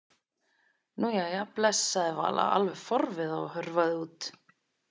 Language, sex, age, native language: Icelandic, female, 30-39, Icelandic